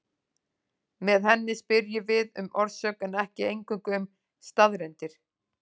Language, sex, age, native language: Icelandic, female, 40-49, Icelandic